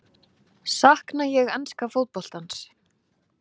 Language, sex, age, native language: Icelandic, female, 30-39, Icelandic